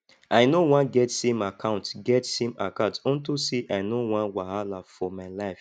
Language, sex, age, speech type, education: Nigerian Pidgin, male, 15-29, spontaneous, tertiary